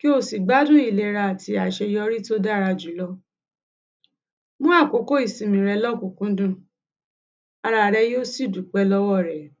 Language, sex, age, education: Yoruba, female, 30-45, tertiary